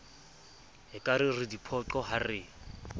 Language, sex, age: Southern Sotho, male, 24